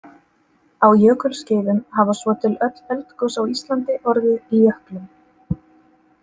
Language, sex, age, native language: Icelandic, female, 30-39, Icelandic